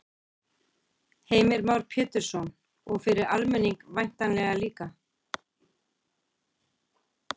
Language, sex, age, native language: Icelandic, female, 40-49, Icelandic